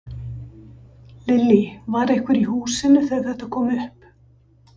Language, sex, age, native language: Icelandic, female, 50-59, Icelandic